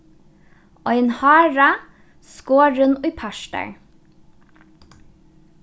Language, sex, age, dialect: Faroese, female, 15-35, Norðuroyggjar